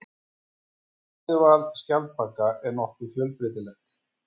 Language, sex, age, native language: Icelandic, male, 40-49, Icelandic